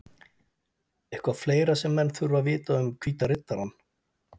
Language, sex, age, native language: Icelandic, male, 40-49, Icelandic